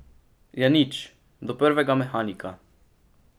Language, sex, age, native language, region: Slovenian, male, 12-17, Slovenian, Pomurje region